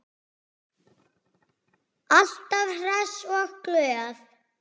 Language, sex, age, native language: Icelandic, male, 6, Icelandic